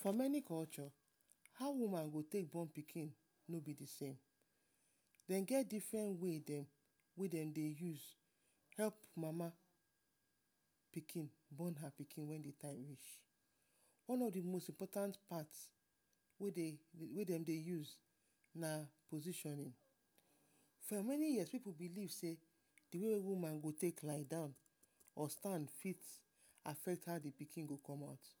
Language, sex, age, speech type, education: Nigerian Pidgin, female, 30-45, spontaneous, tertiary